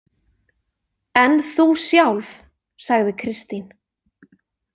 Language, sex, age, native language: Icelandic, female, 20-29, Icelandic